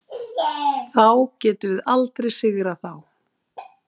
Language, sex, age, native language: Icelandic, female, 30-39, Icelandic